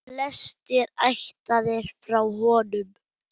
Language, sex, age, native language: Icelandic, male, 8, German